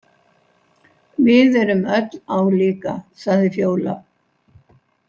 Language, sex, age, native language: Icelandic, female, 60-69, Icelandic